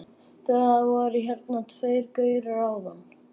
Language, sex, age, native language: Icelandic, male, 12, Icelandic